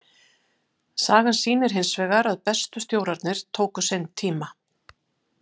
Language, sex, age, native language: Icelandic, female, 50-59, Icelandic